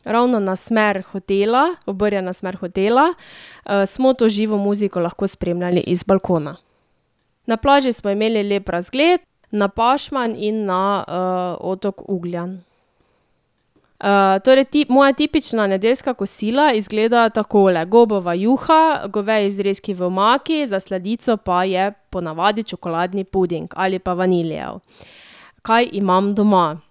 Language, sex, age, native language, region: Slovenian, female, 18-29, Slovenian, Drava region